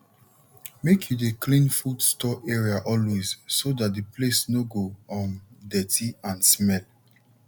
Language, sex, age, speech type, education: Nigerian Pidgin, male, 30-45, spontaneous, tertiary